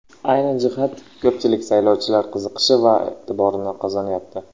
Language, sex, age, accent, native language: Uzbek, male, under 19, Qashqadaryo, Uzbek